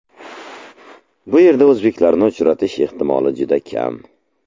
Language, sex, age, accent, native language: Uzbek, male, 25-34, Samarqand, Uzbek